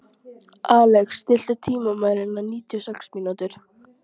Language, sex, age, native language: Icelandic, female, 12, Icelandic